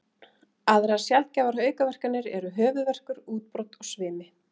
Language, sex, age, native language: Icelandic, female, 30-39, Icelandic